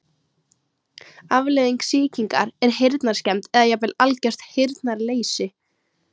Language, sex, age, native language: Icelandic, female, 13, Icelandic